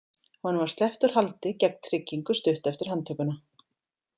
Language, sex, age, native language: Icelandic, female, 40-49, Icelandic